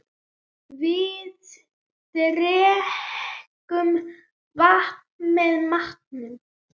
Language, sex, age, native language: Icelandic, female, 9, Icelandic